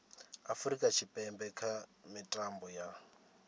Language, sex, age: Venda, male, 27